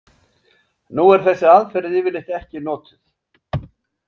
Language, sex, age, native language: Icelandic, male, 70-79, Icelandic